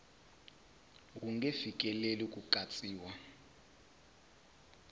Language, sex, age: Tsonga, male, 20